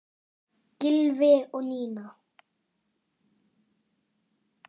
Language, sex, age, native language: Icelandic, male, 10, Icelandic